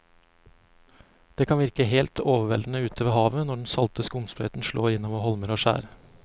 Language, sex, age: Norwegian, male, 35